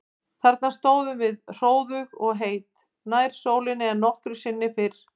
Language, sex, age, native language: Icelandic, female, 50-59, Icelandic